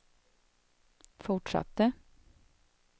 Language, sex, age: Swedish, female, 32